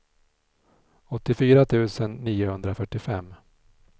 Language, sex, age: Swedish, male, 46